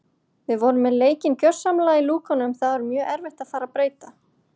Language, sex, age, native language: Icelandic, male, 40-49, Icelandic